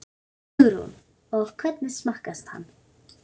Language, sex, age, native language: Icelandic, female, 9, Icelandic